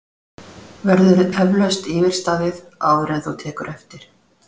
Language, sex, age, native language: Icelandic, female, 40-49, Icelandic